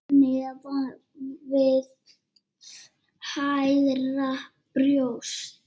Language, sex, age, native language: Icelandic, female, 7, Icelandic